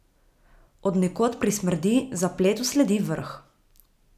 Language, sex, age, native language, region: Slovenian, female, 18-29, Slovenian, Gorica region